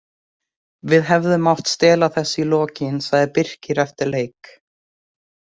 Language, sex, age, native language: Icelandic, female, 18-19, Icelandic